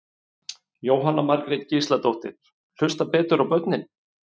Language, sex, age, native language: Icelandic, male, 50-59, Icelandic